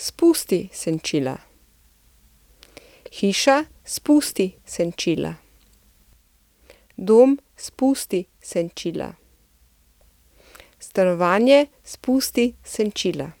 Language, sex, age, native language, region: Slovenian, female, 50-59, Slovenian, Central Slovenia